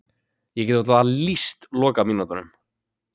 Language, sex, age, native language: Icelandic, male, 20-29, Icelandic